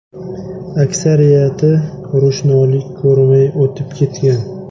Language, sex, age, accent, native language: Uzbek, male, 25-34, Samarqand, Uzbek